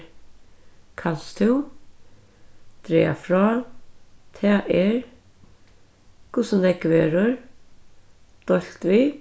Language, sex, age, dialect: Faroese, female, 36-60, Norðurstreymoy/Eysturoy